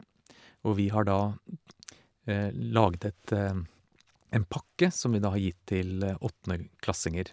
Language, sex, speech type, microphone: Norwegian, male, spontaneous, Shure